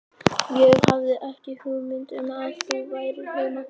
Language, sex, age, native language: Icelandic, male, 11, Icelandic